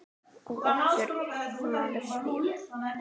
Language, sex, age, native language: Icelandic, female, 10, Icelandic